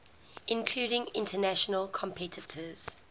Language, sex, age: English, female, 19